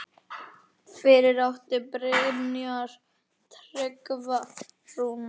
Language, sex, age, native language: Icelandic, male, 9, Icelandic